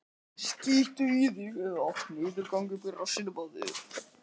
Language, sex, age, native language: Icelandic, male, 11, Icelandic